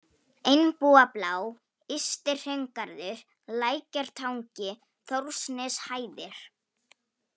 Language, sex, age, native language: Icelandic, female, 18-19, Polish